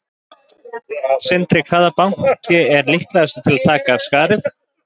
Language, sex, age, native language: Icelandic, male, 20-29, Icelandic